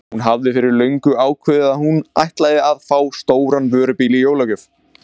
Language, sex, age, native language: Icelandic, male, 20-29, Icelandic